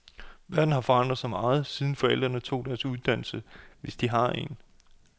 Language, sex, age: Danish, male, 28